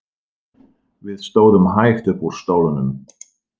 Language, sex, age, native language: Icelandic, male, 40-49, Dutch